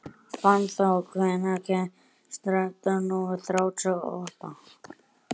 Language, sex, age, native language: Icelandic, male, 11, Icelandic